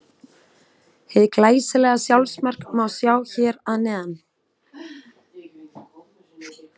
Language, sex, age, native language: Icelandic, female, 20-29, Icelandic